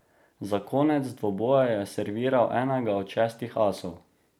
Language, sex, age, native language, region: Slovenian, male, 18-29, Slovenian, Drava region